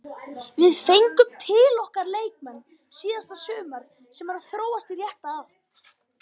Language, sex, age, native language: Icelandic, female, 50-59, Icelandic